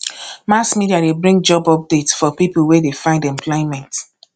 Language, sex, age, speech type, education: Nigerian Pidgin, female, 30-45, spontaneous, tertiary